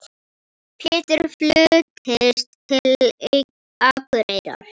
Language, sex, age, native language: Icelandic, female, 18-19, Icelandic